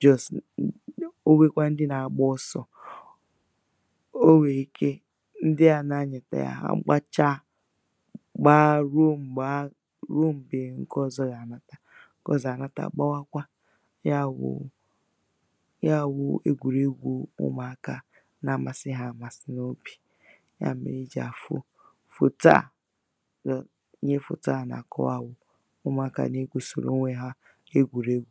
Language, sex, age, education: Igbo, female, 15-29, tertiary